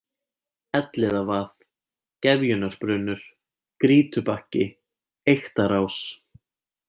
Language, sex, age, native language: Icelandic, male, 20-29, Icelandic